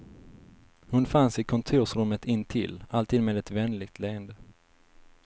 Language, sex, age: Swedish, male, 19